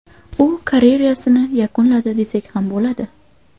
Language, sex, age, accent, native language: Uzbek, female, 18-24, Qashqadaryo, Uzbek